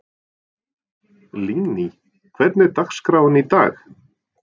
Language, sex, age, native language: Icelandic, male, 40-49, Norwegian